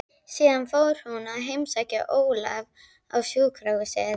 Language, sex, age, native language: Icelandic, female, 12, Icelandic